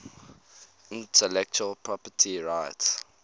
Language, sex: English, male